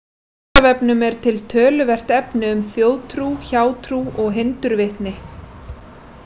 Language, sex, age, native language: Icelandic, female, 30-39, Icelandic